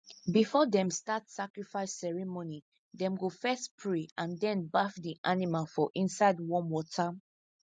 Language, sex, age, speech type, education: Nigerian Pidgin, female, 15-29, spontaneous, tertiary